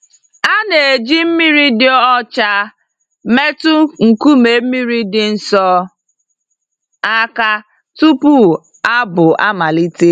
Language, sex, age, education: Igbo, female, 30-45, tertiary